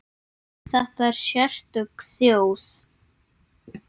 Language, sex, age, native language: Icelandic, male, 9, Icelandic